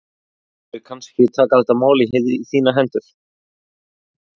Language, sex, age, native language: Icelandic, male, 20-29, Icelandic